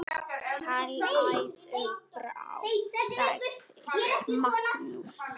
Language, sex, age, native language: Icelandic, male, 6, Icelandic